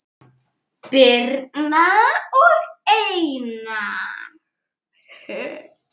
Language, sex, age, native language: Icelandic, male, 9, Icelandic